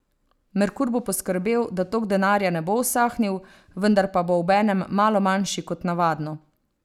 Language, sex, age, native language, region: Slovenian, female, 30-49, Slovenian, Savinja region